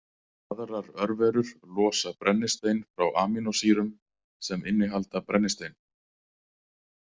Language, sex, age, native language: Icelandic, male, 40-49, Icelandic